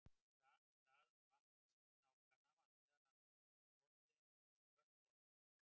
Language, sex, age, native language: Icelandic, male, 60-69, Icelandic